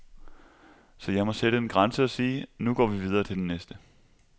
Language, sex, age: Danish, male, 25